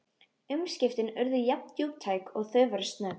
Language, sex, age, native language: Icelandic, female, 13, Icelandic